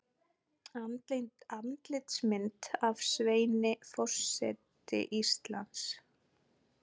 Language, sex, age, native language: Icelandic, female, 40-49, Icelandic